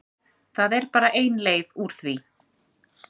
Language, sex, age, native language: Icelandic, female, 30-39, Icelandic